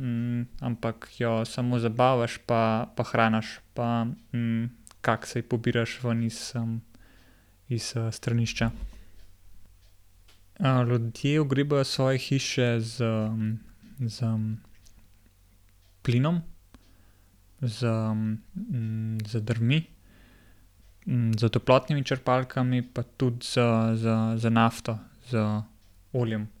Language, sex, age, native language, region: Slovenian, male, 18-29, Slovenian, Gorenjska region